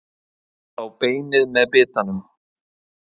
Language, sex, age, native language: Icelandic, male, 30-39, Icelandic